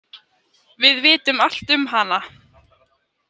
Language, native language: Icelandic, Icelandic